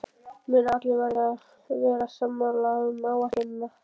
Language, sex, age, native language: Icelandic, male, 11, Icelandic